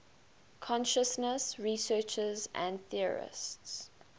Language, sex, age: English, female, 19